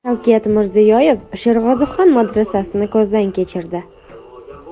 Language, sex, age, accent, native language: Uzbek, female, 25-34, Andijon, Uzbek